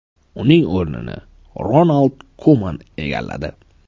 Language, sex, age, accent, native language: Uzbek, male, 18-24, Samarqand, Uzbek